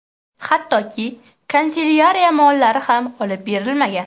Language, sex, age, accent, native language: Uzbek, female, 18-24, Qashqadaryo, Uzbek